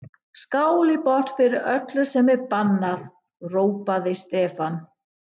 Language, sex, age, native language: Icelandic, female, 50-59, English